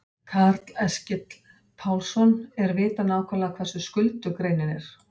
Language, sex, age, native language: Icelandic, female, 50-59, Icelandic